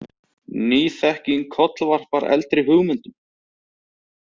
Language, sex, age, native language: Icelandic, male, 30-39, Icelandic